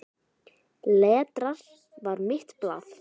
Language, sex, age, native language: Icelandic, female, 10, Icelandic